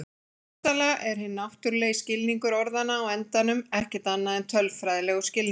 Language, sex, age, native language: Icelandic, female, 40-49, Icelandic